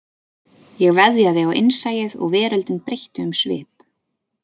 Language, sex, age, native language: Icelandic, female, 30-39, Icelandic